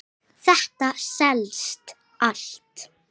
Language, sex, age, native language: Icelandic, female, 8, Icelandic